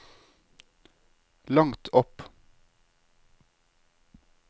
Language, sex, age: Norwegian, male, 36